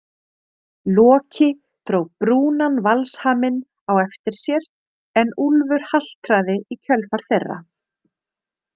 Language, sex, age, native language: Icelandic, female, 30-39, Icelandic